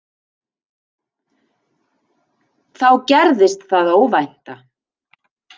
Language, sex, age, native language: Icelandic, female, 40-49, Icelandic